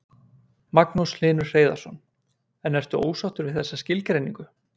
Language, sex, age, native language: Icelandic, male, 20-29, Icelandic